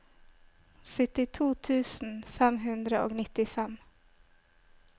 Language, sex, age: Norwegian, female, 25